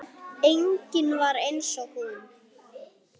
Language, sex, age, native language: Icelandic, male, 8, Icelandic